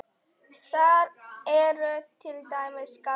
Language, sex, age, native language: Icelandic, female, 10, Icelandic